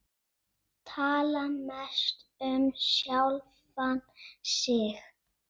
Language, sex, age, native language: Icelandic, female, 7, Icelandic